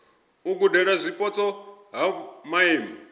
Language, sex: Venda, male